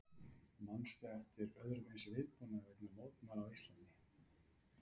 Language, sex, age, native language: Icelandic, male, 30-39, Icelandic